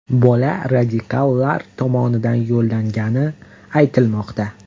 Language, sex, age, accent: Uzbek, male, 18-24, Toshkent shahri